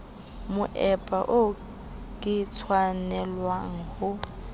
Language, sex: Southern Sotho, female